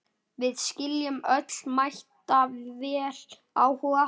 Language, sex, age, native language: Icelandic, male, 8, Icelandic